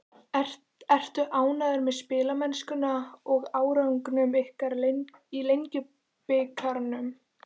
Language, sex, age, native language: Icelandic, female, 14, Icelandic